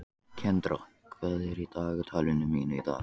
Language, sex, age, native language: Icelandic, male, 14, Icelandic